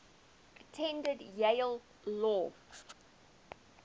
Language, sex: English, female